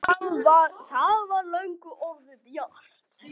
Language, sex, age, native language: Icelandic, male, 10, Icelandic